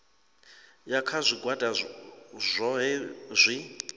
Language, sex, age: Venda, male, 26